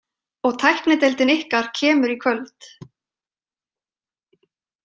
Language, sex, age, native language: Icelandic, female, 30-39, Icelandic